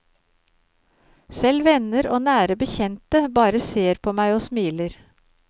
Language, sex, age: Norwegian, female, 53